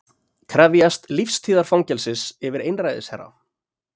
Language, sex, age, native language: Icelandic, male, 30-39, Icelandic